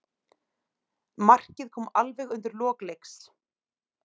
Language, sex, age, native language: Icelandic, female, 30-39, Icelandic